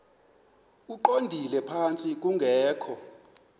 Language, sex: Xhosa, male